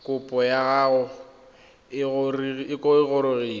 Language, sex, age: Tswana, male, 21